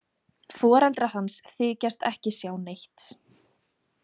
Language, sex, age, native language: Icelandic, female, 20-29, Icelandic